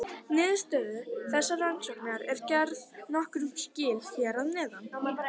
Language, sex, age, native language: Icelandic, female, 18-19, Icelandic